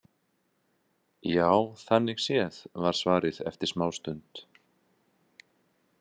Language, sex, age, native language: Icelandic, male, 20-29, Icelandic